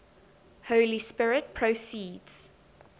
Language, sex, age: English, female, 22